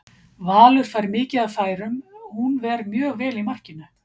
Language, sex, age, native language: Icelandic, female, 50-59, Icelandic